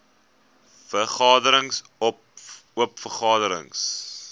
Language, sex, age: Afrikaans, male, 19